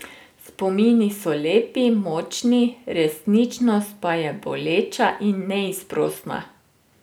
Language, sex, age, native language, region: Slovenian, female, 30-49, Slovenian, Drava region